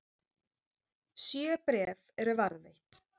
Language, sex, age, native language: Icelandic, female, 30-39, Icelandic